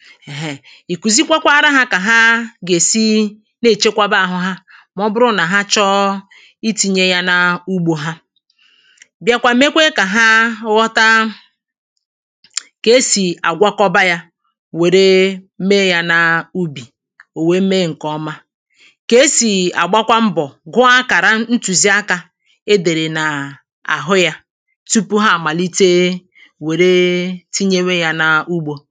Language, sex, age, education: Igbo, female, 30-45, tertiary